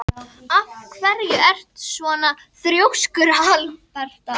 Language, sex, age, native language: Icelandic, female, 11, Icelandic